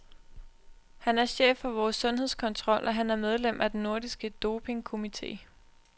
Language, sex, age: Danish, female, 20